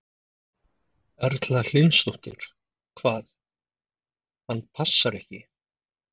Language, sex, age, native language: Icelandic, male, 50-59, Icelandic